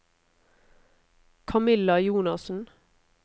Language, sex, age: Norwegian, female, 31